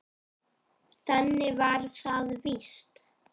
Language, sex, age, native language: Icelandic, female, 9, Icelandic